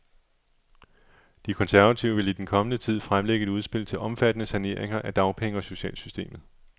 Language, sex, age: Danish, male, 37